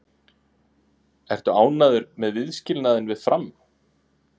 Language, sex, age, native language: Icelandic, male, 30-39, Icelandic